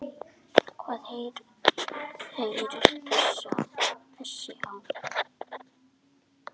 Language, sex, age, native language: Icelandic, female, 9, Icelandic